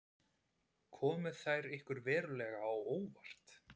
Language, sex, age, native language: Icelandic, male, 30-39, Icelandic